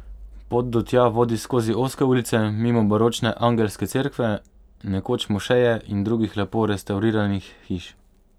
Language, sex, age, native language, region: Slovenian, male, 18-29, Slovenian, Pomurje region